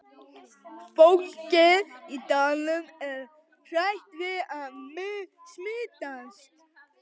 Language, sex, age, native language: Icelandic, female, 11, Icelandic